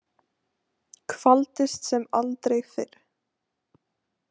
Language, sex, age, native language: Icelandic, female, 18-19, Icelandic